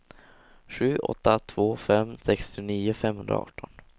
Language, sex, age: Swedish, male, 16